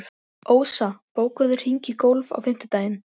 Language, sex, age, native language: Icelandic, female, 13, Icelandic